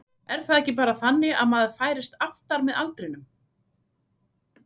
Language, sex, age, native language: Icelandic, female, 40-49, Icelandic